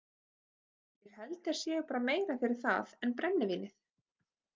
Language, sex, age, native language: Icelandic, female, 30-39, Icelandic